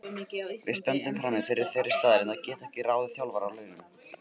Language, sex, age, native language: Icelandic, male, 18-19, Icelandic